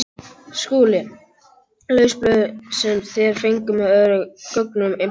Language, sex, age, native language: Icelandic, male, 11, Icelandic